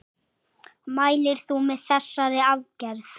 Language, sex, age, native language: Icelandic, male, 8, Icelandic